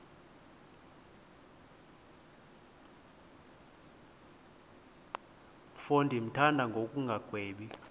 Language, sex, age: Xhosa, male, 20